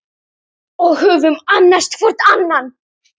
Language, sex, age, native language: Icelandic, female, 10, Icelandic